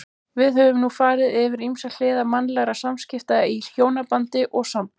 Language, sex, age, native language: Icelandic, male, 20-29, Icelandic